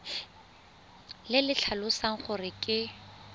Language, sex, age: Tswana, female, 20